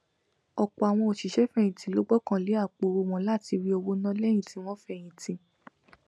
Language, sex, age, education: Yoruba, female, 15-29, tertiary